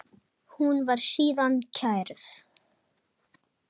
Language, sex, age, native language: Icelandic, female, 10, Icelandic